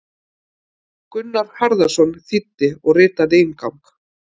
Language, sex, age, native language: Icelandic, female, 50-59, Icelandic